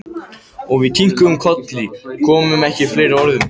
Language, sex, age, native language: Icelandic, male, 14, Icelandic